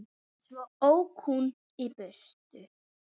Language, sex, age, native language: Icelandic, female, 9, Icelandic